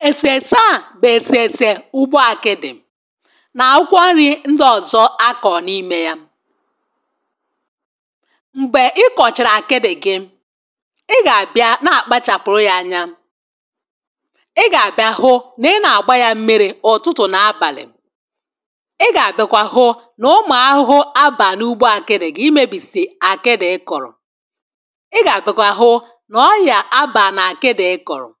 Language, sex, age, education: Igbo, female, 15-29, tertiary